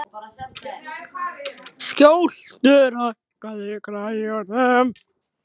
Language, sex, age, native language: Icelandic, other, 12, Icelandic